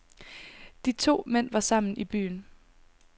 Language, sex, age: Danish, female, 19